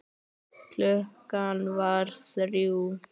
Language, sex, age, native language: Icelandic, male, 9, Icelandic